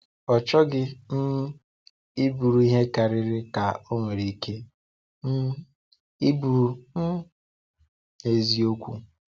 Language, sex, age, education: Igbo, male, 15-29, tertiary